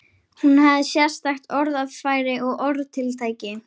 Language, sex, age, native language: Icelandic, female, 13, Icelandic